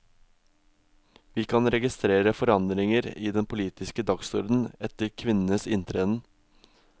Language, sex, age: Norwegian, male, 22